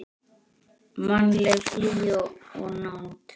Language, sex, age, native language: Icelandic, male, 10, Icelandic